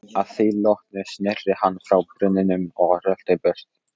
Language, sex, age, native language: Icelandic, male, 14, Polish